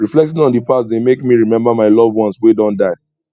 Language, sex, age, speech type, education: Nigerian Pidgin, male, 15-29, spontaneous, tertiary